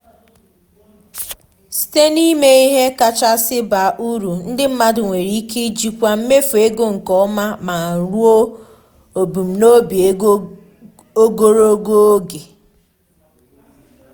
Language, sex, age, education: Igbo, female, 15-29, tertiary